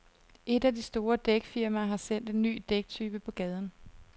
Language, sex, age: Danish, female, 32